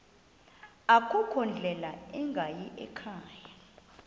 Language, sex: Xhosa, female